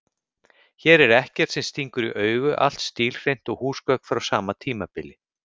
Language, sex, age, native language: Icelandic, male, 50-59, Icelandic